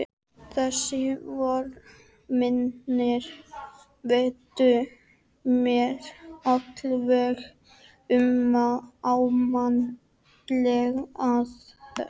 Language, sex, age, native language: Icelandic, male, 12, Icelandic